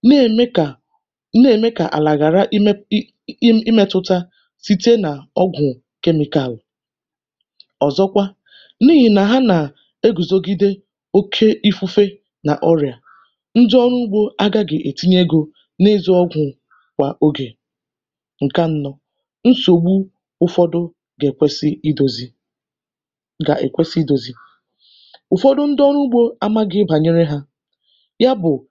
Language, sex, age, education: Igbo, female, 15-29, tertiary